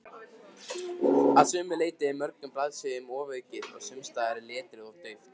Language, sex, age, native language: Icelandic, male, 50-59, Icelandic